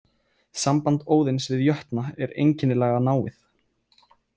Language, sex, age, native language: Icelandic, male, 20-29, Icelandic